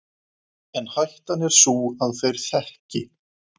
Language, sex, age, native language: Icelandic, male, 20-29, Icelandic